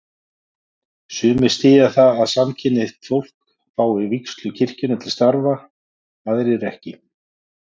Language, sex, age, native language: Icelandic, male, 40-49, Icelandic